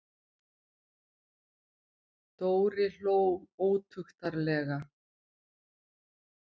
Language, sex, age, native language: Icelandic, female, 50-59, Icelandic